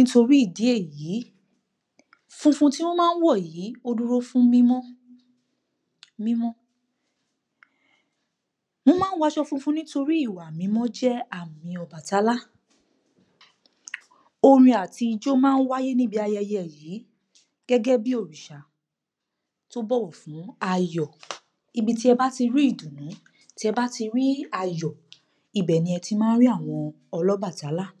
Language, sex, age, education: Yoruba, female, 30-45, tertiary